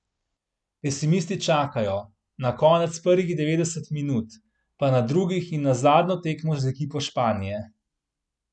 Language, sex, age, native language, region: Slovenian, male, 30-49, Slovenian, Central Slovenia